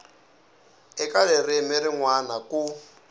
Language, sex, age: Tsonga, male, 19